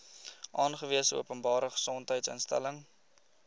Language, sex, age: Afrikaans, male, 20